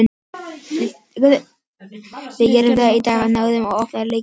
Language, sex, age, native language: Icelandic, male, 18-19, Icelandic